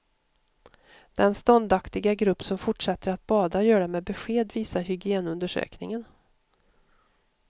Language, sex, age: Swedish, female, 52